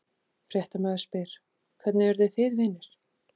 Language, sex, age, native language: Icelandic, female, 30-39, Icelandic